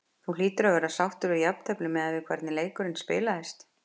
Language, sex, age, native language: Icelandic, female, 50-59, Icelandic